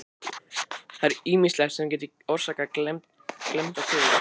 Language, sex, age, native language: Icelandic, male, 20-29, Icelandic